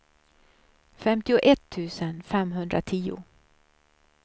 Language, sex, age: Swedish, female, 63